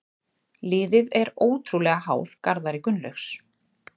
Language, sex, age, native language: Icelandic, female, 30-39, Icelandic